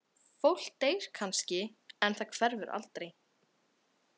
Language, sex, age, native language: Icelandic, female, 18-19, Icelandic